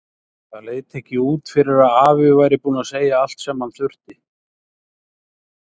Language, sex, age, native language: Icelandic, male, 60-69, Icelandic